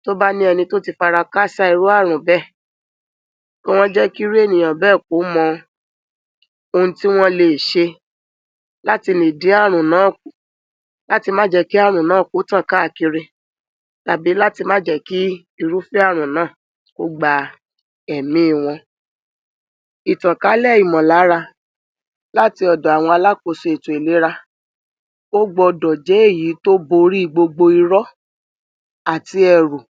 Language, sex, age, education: Yoruba, male, 46-60, tertiary